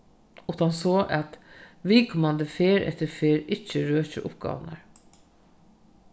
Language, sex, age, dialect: Faroese, female, 36-60, Norðurstreymoy/Eysturoy